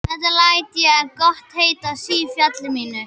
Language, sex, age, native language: Icelandic, female, 11, Icelandic